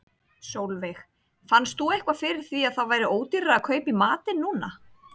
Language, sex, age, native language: Icelandic, female, 30-39, Icelandic